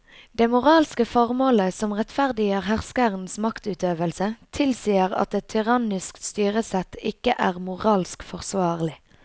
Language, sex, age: Norwegian, female, 22